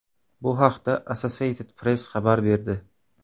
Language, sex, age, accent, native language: Uzbek, male, 25-34, Samarqand, Uzbek